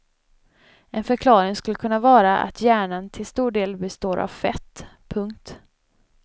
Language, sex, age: Swedish, female, 25